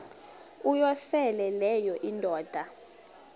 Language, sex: Xhosa, female